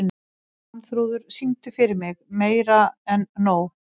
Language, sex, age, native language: Icelandic, female, 60-69, Icelandic